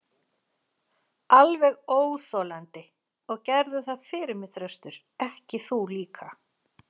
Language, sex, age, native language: Icelandic, female, 40-49, Icelandic